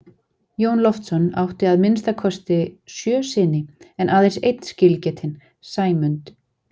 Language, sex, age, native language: Icelandic, female, 40-49, Icelandic